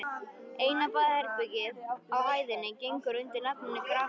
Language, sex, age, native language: Icelandic, female, 13, Icelandic